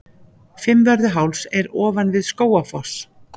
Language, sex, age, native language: Icelandic, female, 50-59, Icelandic